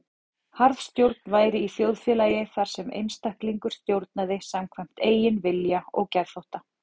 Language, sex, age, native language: Icelandic, female, 40-49, Icelandic